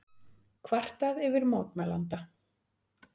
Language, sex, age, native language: Icelandic, female, 40-49, Icelandic